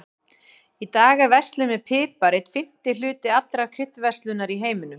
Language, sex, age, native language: Icelandic, female, 40-49, Icelandic